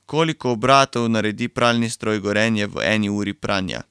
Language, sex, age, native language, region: Slovenian, male, 18-29, Slovenian, Carinthia region